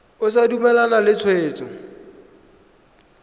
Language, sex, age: Tswana, male, 20